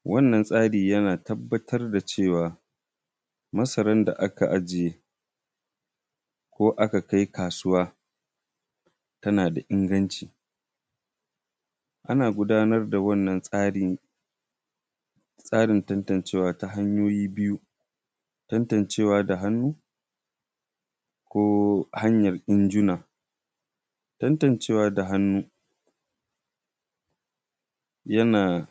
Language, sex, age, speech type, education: Hausa, male, 15-29, spontaneous, primary